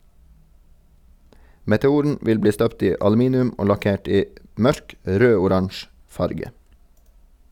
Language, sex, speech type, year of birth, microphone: Norwegian, male, read, 1983, Sennheiser